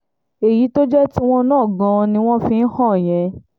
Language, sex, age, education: Yoruba, female, 15-29, tertiary